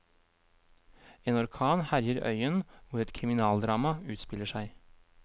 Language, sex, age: Norwegian, male, 23